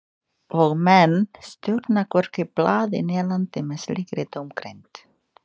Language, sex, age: Icelandic, female, 20-29